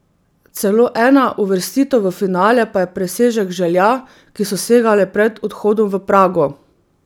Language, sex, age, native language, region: Slovenian, female, 30-49, Slovenian, Drava region